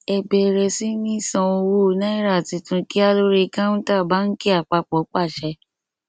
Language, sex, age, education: Yoruba, female, 30-45, tertiary